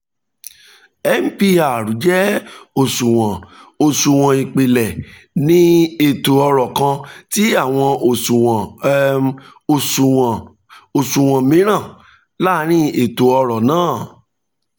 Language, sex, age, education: Yoruba, male, 46-60, tertiary